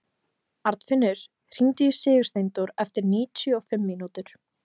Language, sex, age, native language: Icelandic, female, 15, Icelandic